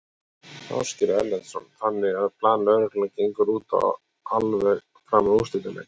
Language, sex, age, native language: Icelandic, male, 40-49, Icelandic